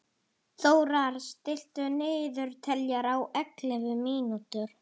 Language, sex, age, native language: Icelandic, female, 40-49, Italian